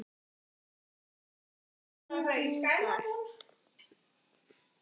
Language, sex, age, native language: Icelandic, male, 30-39, Icelandic